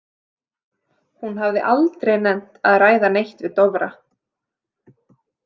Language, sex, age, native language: Icelandic, female, 30-39, Icelandic